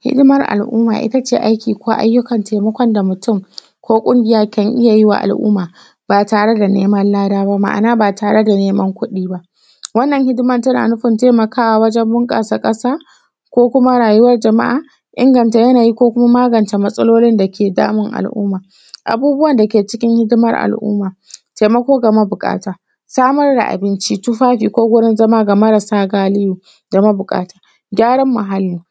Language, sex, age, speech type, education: Hausa, female, 15-29, spontaneous, tertiary